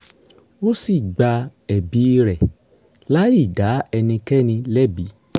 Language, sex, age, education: Yoruba, male, 30-45, tertiary